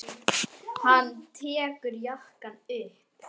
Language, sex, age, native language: Icelandic, male, 9, Icelandic